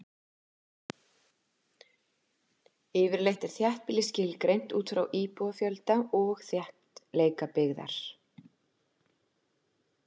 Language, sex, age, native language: Icelandic, female, 50-59, Icelandic